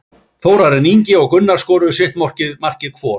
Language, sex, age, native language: Icelandic, male, 40-49, Icelandic